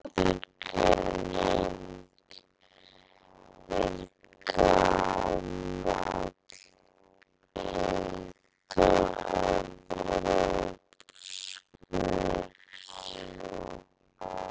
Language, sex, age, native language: Icelandic, female, 18-19, Icelandic